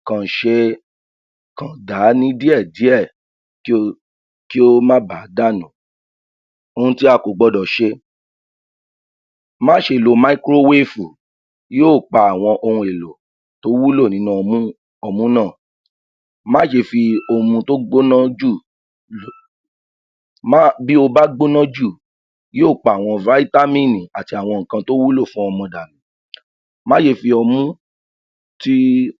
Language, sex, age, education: Yoruba, male, 30-45, tertiary